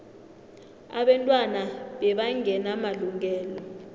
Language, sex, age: South Ndebele, female, 25